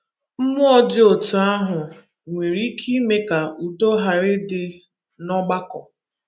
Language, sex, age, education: Igbo, female, 15-29, tertiary